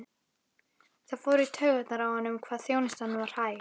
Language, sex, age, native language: Icelandic, female, 11, Icelandic